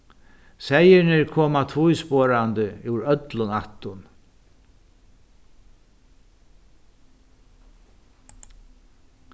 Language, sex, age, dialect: Faroese, male, 61+, Norðuroyggjar